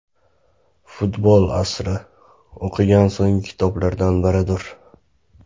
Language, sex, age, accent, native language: Uzbek, male, 25-34, Namangan, Uzbek